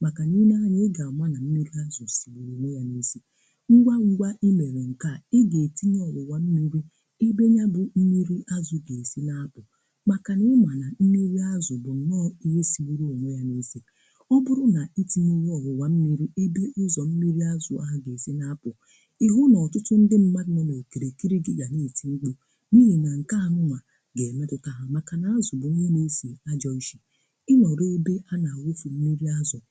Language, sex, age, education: Igbo, female, 60+, tertiary